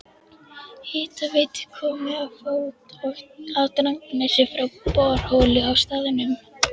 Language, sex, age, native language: Icelandic, female, 11, Icelandic